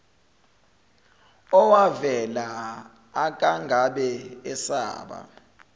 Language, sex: Zulu, male